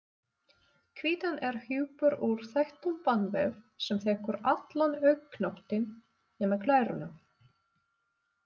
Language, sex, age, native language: Icelandic, female, 20-29, Russian